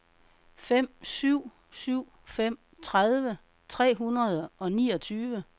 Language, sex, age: Danish, female, 52